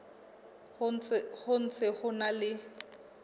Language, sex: Southern Sotho, female